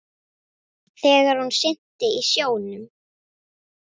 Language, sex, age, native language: Icelandic, female, 10, Icelandic